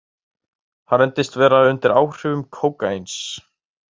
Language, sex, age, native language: Icelandic, male, 18-19, Icelandic